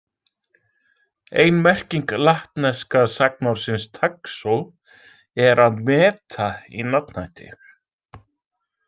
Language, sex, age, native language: Icelandic, male, 40-49, Icelandic